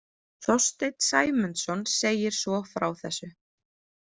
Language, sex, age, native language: Icelandic, female, 20-29, Icelandic